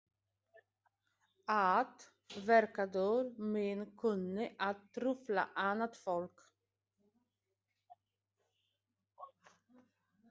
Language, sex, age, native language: Icelandic, female, 40-49, Polish